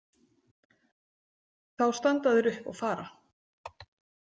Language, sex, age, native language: Icelandic, female, 40-49, Icelandic